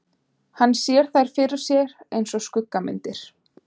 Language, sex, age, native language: Icelandic, female, 20-29, Icelandic